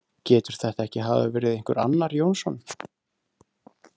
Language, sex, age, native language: Icelandic, male, 30-39, Icelandic